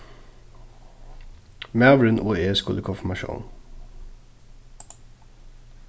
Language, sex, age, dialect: Faroese, male, 15-35, Suðurstreymoy